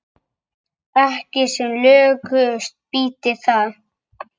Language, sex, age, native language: Icelandic, male, 8, Icelandic